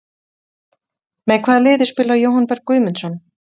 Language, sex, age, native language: Icelandic, female, 30-39, Icelandic